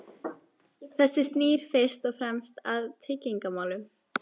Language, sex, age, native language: Icelandic, female, 14, Icelandic